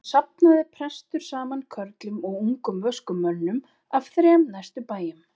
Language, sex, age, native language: Icelandic, female, 40-49, Icelandic